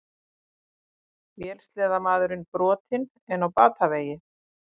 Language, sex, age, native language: Icelandic, female, 50-59, Icelandic